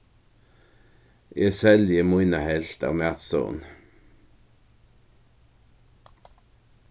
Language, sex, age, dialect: Faroese, male, 61+, Norðurstreymoy/Eysturoy